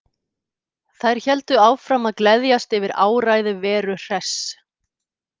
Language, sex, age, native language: Icelandic, female, 50-59, Icelandic